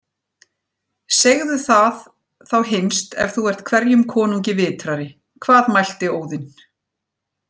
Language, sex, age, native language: Icelandic, female, 40-49, Icelandic